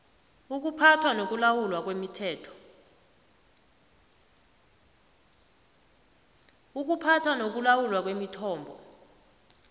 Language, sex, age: South Ndebele, female, 29